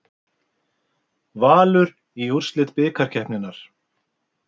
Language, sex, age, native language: Icelandic, male, 50-59, Icelandic